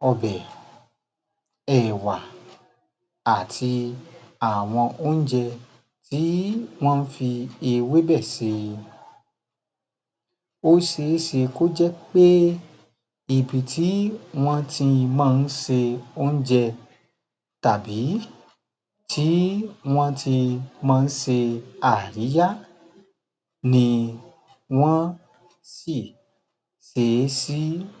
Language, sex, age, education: Yoruba, male, 30-45, tertiary